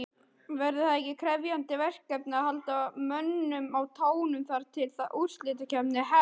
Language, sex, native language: Icelandic, male, Icelandic